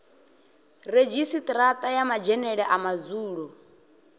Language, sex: Venda, male